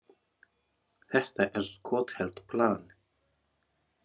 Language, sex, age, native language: Icelandic, male, 40-49, Arabic